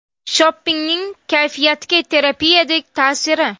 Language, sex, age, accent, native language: Uzbek, female, 19-29, Namangan, Uzbek